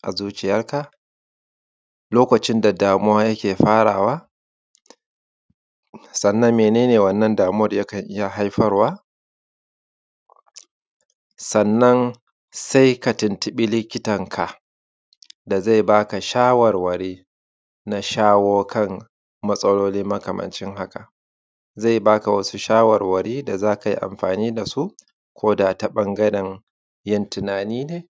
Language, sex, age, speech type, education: Hausa, male, 30-45, spontaneous, secondary